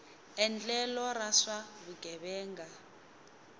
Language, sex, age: Tsonga, female, 22